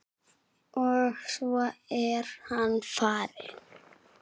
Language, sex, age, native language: Icelandic, male, 7, Icelandic